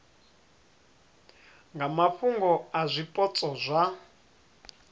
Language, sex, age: Venda, male, 30